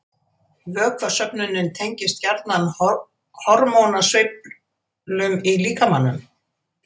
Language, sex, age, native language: Icelandic, female, 80-89, Icelandic